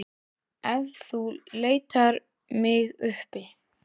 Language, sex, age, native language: Icelandic, male, 10, Icelandic